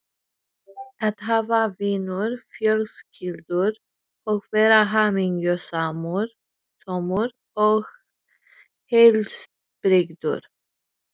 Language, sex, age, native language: Icelandic, female, 30-39, Icelandic